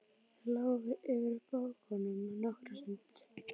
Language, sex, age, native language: Icelandic, female, 12, Icelandic